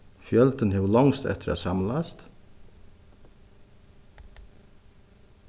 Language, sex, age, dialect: Faroese, male, 36-60, Suðuroy